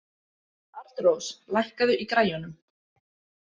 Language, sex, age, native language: Icelandic, female, 30-39, Icelandic